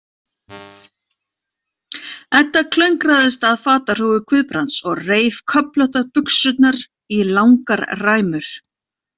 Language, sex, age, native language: Icelandic, female, 40-49, Icelandic